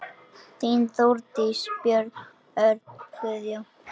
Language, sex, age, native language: Icelandic, male, 10, Icelandic